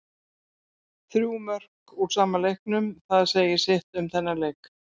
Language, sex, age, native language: Icelandic, female, 60-69, Icelandic